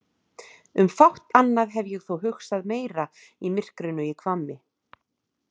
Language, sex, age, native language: Icelandic, female, 40-49, Icelandic